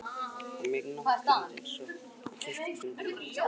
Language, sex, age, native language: Icelandic, male, 20-29, Icelandic